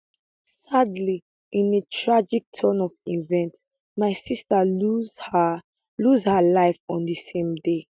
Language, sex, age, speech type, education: Nigerian Pidgin, female, 15-29, spontaneous, tertiary